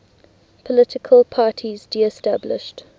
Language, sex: English, female